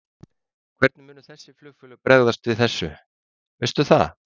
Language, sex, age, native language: Icelandic, male, 50-59, Icelandic